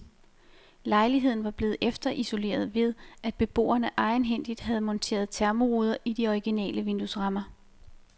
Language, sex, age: Danish, female, 28